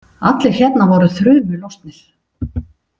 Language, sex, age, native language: Icelandic, female, 60-69, Icelandic